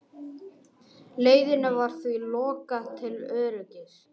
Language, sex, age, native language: Icelandic, male, 18-19, Icelandic